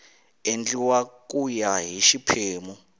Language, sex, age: Tsonga, male, 19